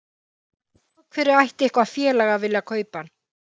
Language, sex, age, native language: Icelandic, female, 50-59, Icelandic